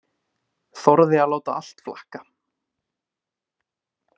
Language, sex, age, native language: Icelandic, male, 20-29, Icelandic